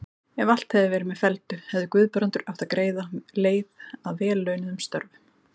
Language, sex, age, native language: Icelandic, female, 30-39, Icelandic